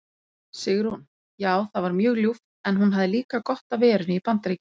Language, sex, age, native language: Icelandic, female, 30-39, Icelandic